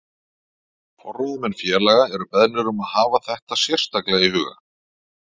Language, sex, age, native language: Icelandic, male, 40-49, Icelandic